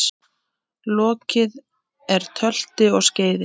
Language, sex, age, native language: Icelandic, female, 8, Icelandic